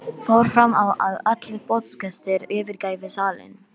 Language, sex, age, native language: Icelandic, female, 12, Icelandic